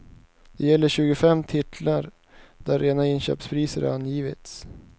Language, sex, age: Swedish, male, 19